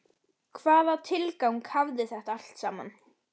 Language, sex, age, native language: Icelandic, female, 12, Icelandic